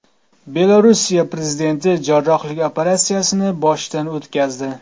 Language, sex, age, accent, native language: Uzbek, male, 35+, Toshkent viloyati, Uzbek